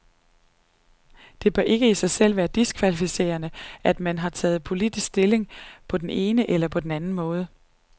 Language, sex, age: Danish, female, 39